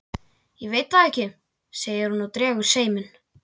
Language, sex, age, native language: Icelandic, male, 12, Icelandic